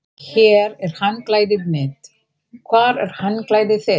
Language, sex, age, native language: Icelandic, female, 40-49, Icelandic